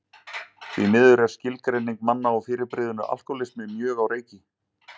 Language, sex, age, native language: Icelandic, male, 40-49, Icelandic